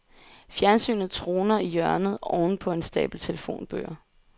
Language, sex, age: Danish, female, 20